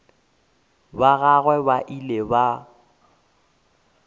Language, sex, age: Northern Sotho, male, 24